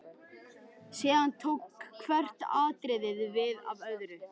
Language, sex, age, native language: Icelandic, male, 13, Icelandic